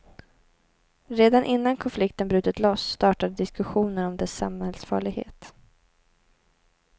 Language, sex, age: Swedish, female, 18